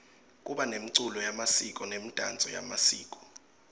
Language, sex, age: Swati, male, 21